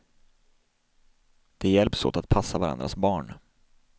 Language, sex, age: Swedish, male, 26